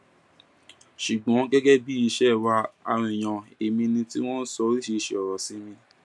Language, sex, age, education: Yoruba, male, 15-29, tertiary